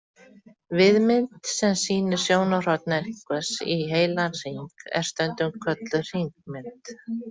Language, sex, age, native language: Icelandic, female, 40-49, Icelandic